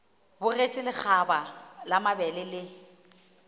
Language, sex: Northern Sotho, female